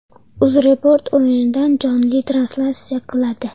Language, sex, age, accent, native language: Uzbek, female, 12-17, Andijon, Uzbek